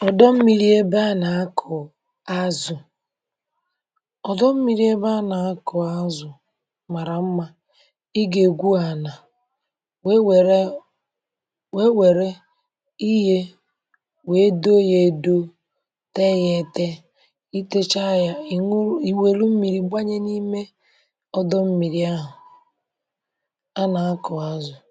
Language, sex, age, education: Igbo, female, 30-45, primary